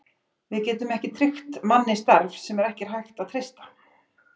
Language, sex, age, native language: Icelandic, female, 40-49, Icelandic